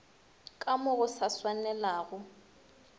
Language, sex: Northern Sotho, female